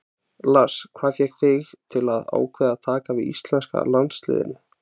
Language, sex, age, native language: Icelandic, male, 20-29, Icelandic